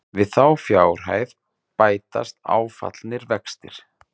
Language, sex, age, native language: Icelandic, male, 30-39, Icelandic